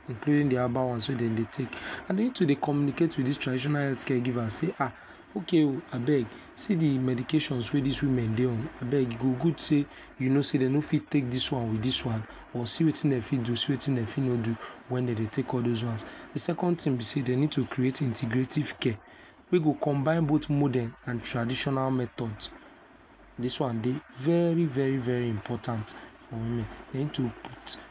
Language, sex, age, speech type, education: Nigerian Pidgin, male, 46-60, spontaneous, tertiary